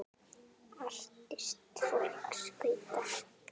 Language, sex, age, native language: Icelandic, female, 9, Icelandic